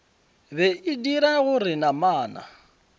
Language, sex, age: Northern Sotho, male, 26